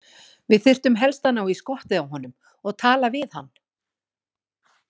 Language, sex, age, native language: Icelandic, female, 40-49, Icelandic